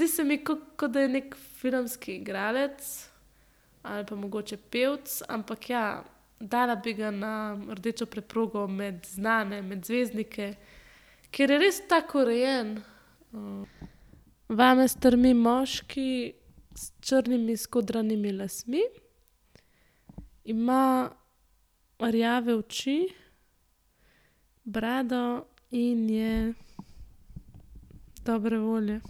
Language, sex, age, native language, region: Slovenian, female, 18-29, Slovenian, Central Slovenia